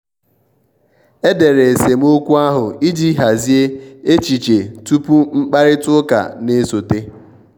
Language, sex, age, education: Igbo, male, 15-29, tertiary